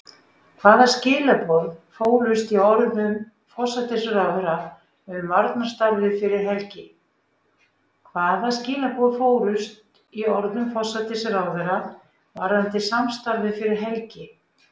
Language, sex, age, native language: Icelandic, female, 50-59, Icelandic